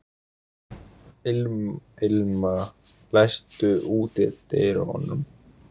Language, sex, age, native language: Icelandic, male, 18-19, Icelandic